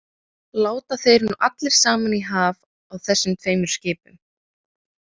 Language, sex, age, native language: Icelandic, female, 18-19, Icelandic